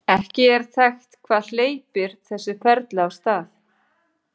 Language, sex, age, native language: Icelandic, female, 40-49, Icelandic